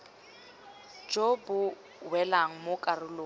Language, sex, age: Tswana, female, 21